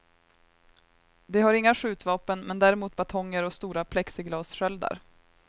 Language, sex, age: Swedish, female, 23